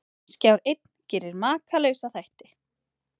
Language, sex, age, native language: Icelandic, female, 30-39, Icelandic